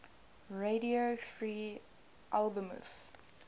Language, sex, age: English, female, 18